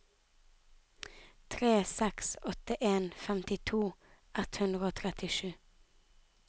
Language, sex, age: Norwegian, female, 19